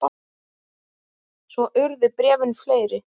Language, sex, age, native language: Icelandic, male, 9, Icelandic